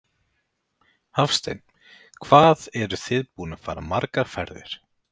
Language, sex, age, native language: Icelandic, male, 30-39, Icelandic